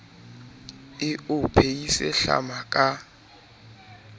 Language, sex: Southern Sotho, male